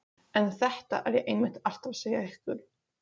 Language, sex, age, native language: Icelandic, female, 16, Polish